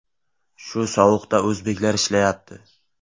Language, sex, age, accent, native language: Uzbek, male, 18-24, Samarqand, Uzbek